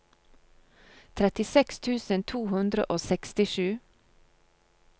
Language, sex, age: Norwegian, female, 35